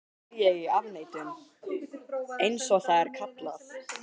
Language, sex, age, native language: Icelandic, male, 12, Icelandic